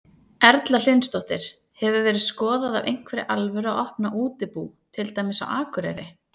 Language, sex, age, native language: Icelandic, female, 30-39, Icelandic